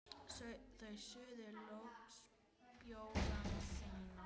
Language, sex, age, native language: Icelandic, female, 10, Icelandic